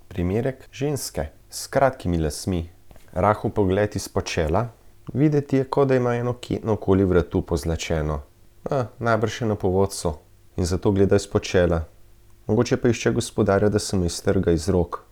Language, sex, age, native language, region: Slovenian, male, 30-49, Slovenian, Central Slovenia